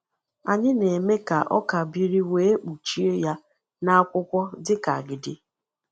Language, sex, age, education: Igbo, female, 30-45, tertiary